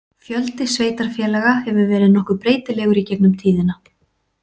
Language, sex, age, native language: Icelandic, female, 40-49, Icelandic